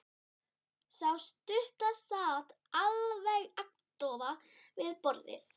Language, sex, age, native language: Icelandic, female, 13, Icelandic